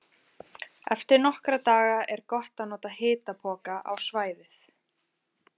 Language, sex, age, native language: Icelandic, female, 20-29, Icelandic